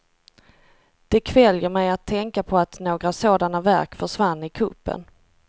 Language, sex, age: Swedish, female, 38